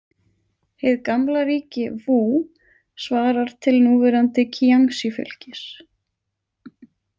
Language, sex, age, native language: Icelandic, female, 20-29, Icelandic